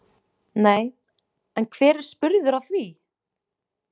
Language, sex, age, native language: Icelandic, female, 20-29, Icelandic